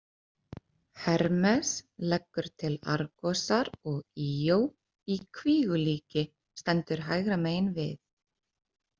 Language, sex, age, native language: Icelandic, female, 30-39, Icelandic